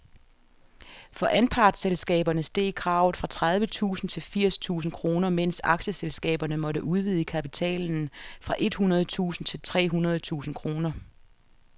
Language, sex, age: Danish, female, 47